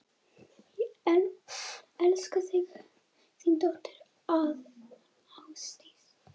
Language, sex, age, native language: Icelandic, female, 8, Icelandic